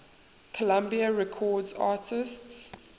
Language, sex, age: English, female, 19